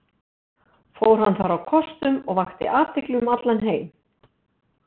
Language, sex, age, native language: Icelandic, female, 60-69, Icelandic